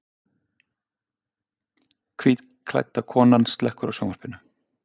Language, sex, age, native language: Icelandic, male, 50-59, Icelandic